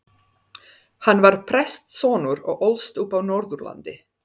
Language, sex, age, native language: Icelandic, female, 30-39, Serbo-Croatian